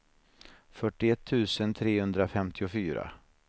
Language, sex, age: Swedish, male, 49